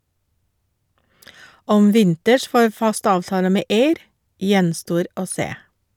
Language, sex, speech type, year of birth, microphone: Norwegian, female, read, 1956, Shure